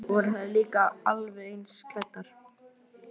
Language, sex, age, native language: Icelandic, male, 12, Icelandic